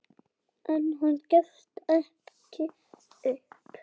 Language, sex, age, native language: Icelandic, female, 8, Icelandic